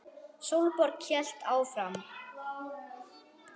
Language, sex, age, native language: Icelandic, female, 8, German